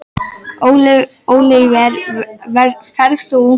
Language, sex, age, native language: Icelandic, female, 12, Icelandic